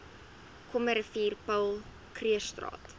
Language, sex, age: Afrikaans, female, 19